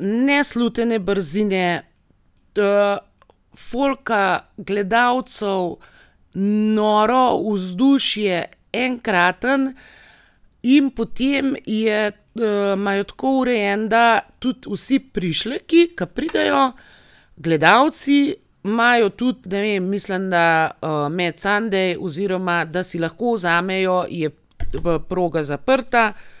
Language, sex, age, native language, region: Slovenian, female, 30-49, Slovenian, Gorenjska region